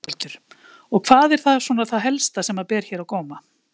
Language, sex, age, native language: Icelandic, female, 50-59, Icelandic